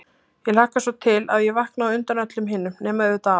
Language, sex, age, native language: Icelandic, female, 30-39, Icelandic